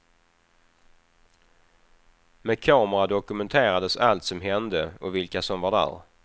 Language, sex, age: Swedish, male, 28